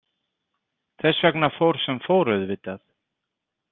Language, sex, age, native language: Icelandic, male, 30-39, Icelandic